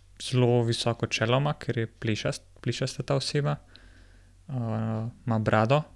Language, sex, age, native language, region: Slovenian, male, 18-29, Slovenian, Gorenjska region